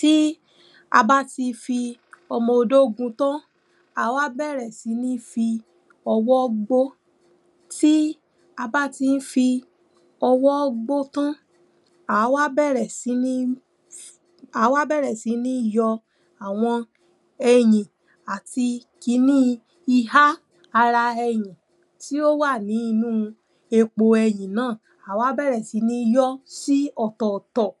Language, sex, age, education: Yoruba, female, 15-29, primary